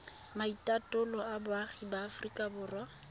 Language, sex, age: Tswana, female, 22